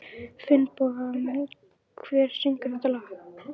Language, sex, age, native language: Icelandic, female, 12, Icelandic